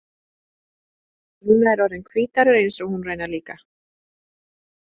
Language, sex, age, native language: Icelandic, female, 30-39, Icelandic